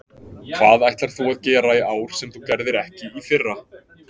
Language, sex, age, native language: Icelandic, male, 20-29, Icelandic